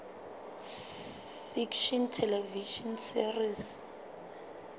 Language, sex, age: Southern Sotho, female, 23